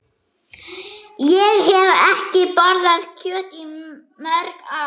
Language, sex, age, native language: Icelandic, female, 11, German